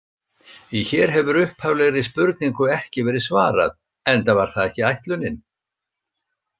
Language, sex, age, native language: Icelandic, male, 60-69, Icelandic